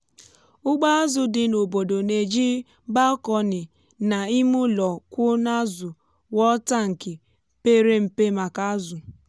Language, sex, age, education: Igbo, female, 15-29, tertiary